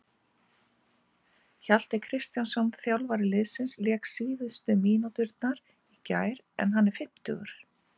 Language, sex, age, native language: Icelandic, female, 50-59, Icelandic